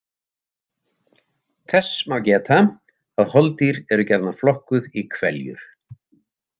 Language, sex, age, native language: Icelandic, male, 70-79, Icelandic